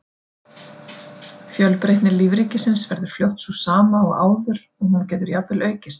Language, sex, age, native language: Icelandic, female, 40-49, Icelandic